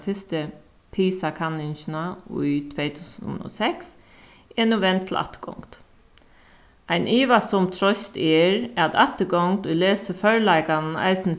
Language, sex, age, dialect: Faroese, female, 36-60, Suðuroy